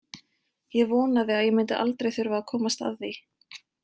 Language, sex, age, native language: Icelandic, female, 20-29, Icelandic